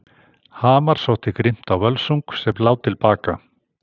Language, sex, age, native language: Icelandic, male, 60-69, Icelandic